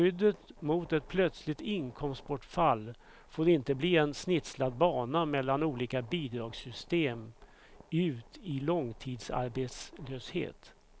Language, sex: Swedish, male